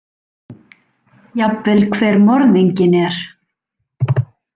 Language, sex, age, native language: Icelandic, female, 40-49, Icelandic